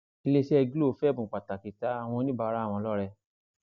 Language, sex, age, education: Yoruba, male, 46-60, tertiary